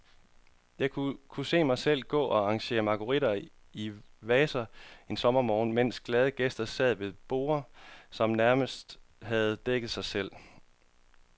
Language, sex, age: Danish, male, 31